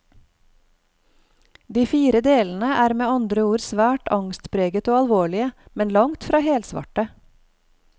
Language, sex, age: Norwegian, female, 48